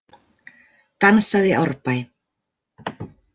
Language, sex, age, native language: Icelandic, female, 40-49, Icelandic